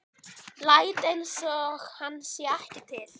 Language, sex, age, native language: Icelandic, female, 12, Icelandic